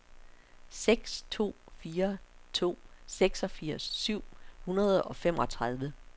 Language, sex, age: Danish, female, 60